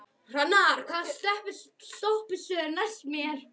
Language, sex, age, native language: Icelandic, female, 11, Icelandic